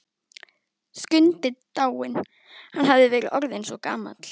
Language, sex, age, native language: Icelandic, female, 12, Icelandic